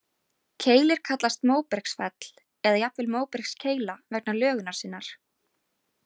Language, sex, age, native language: Icelandic, female, 18-19, Icelandic